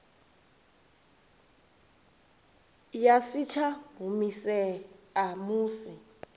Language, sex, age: Venda, female, 24